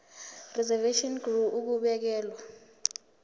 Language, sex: Zulu, female